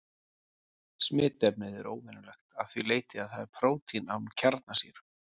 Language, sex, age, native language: Icelandic, male, 40-49, Icelandic